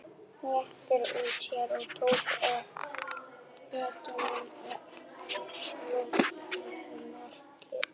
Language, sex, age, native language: Icelandic, female, 11, German